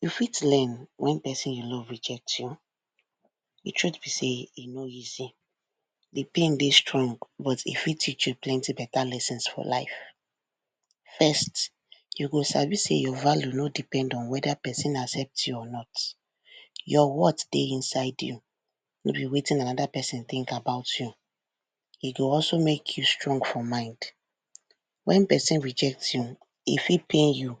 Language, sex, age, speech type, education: Nigerian Pidgin, female, 15-29, spontaneous, tertiary